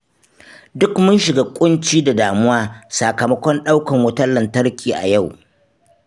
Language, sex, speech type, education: Hausa, male, spontaneous, tertiary